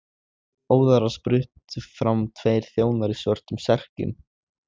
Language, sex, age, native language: Icelandic, male, 16, Icelandic